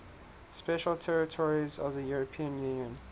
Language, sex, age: English, male, 19